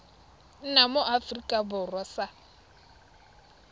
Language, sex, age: Tswana, female, 21